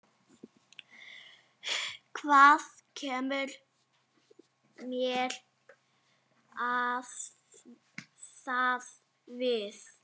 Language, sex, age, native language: Icelandic, female, 7, Danish